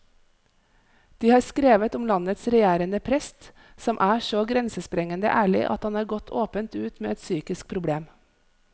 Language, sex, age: Norwegian, female, 43